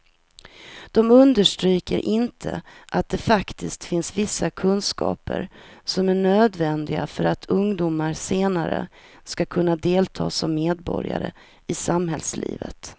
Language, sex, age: Swedish, female, 43